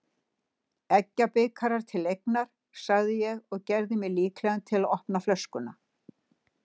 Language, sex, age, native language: Icelandic, female, 60-69, Icelandic